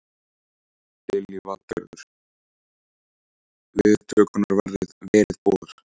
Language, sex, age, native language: Icelandic, male, 14, Icelandic